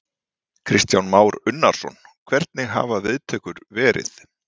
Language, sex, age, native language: Icelandic, male, 40-49, Icelandic